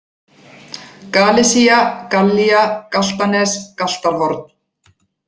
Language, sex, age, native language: Icelandic, female, 40-49, Icelandic